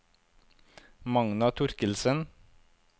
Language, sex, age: Norwegian, male, 25